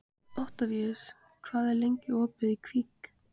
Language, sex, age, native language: Icelandic, female, 15, Icelandic